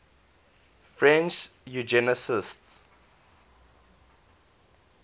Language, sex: English, male